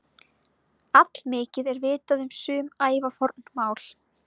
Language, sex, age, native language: Icelandic, female, 20-29, Icelandic